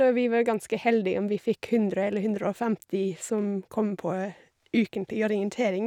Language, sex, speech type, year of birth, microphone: Norwegian, female, spontaneous, 1985, Shure